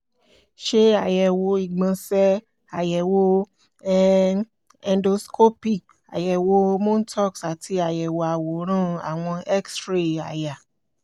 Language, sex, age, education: Yoruba, female, 30-45, tertiary